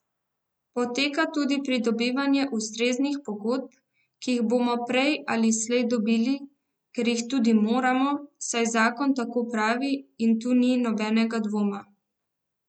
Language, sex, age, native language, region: Slovenian, female, 18-29, Slovenian, Central Slovenia